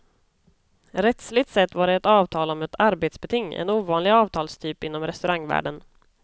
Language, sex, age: Swedish, female, 25